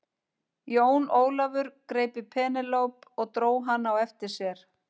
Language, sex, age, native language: Icelandic, female, 50-59, Icelandic